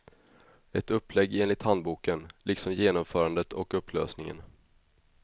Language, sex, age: Swedish, male, 21